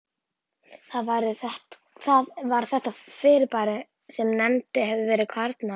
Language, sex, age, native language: Icelandic, female, 11, Icelandic